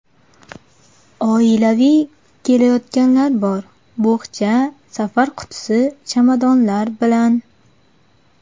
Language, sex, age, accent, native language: Uzbek, female, 19-29, Jizzax, Uzbek